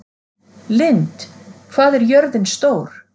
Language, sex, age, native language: Icelandic, female, 40-49, Icelandic